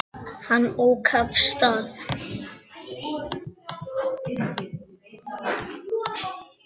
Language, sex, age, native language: Icelandic, male, 10, Icelandic